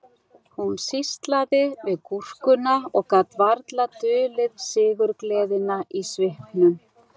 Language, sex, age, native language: Icelandic, female, 60-69, Icelandic